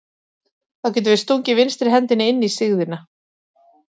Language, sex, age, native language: Icelandic, female, 40-49, Icelandic